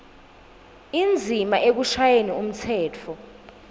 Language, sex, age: Swati, female, 19